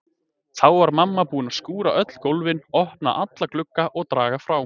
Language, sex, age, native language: Icelandic, male, 20-29, Icelandic